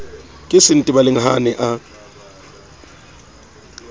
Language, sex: Southern Sotho, male